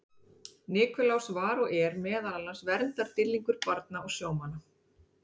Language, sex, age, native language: Icelandic, female, 30-39, Icelandic